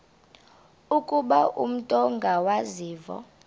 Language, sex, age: Xhosa, female, 32